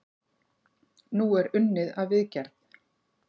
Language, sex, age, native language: Icelandic, female, 40-49, Icelandic